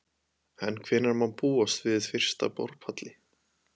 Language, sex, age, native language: Icelandic, male, 20-29, Icelandic